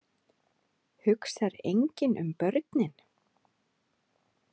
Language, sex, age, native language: Icelandic, female, 30-39, Icelandic